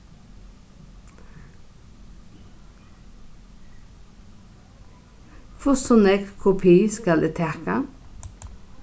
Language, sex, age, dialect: Faroese, female, 36-60, Norðurstreymoy/Eysturoy